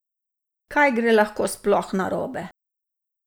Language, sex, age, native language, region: Slovenian, female, 60+, Slovenian, Savinja region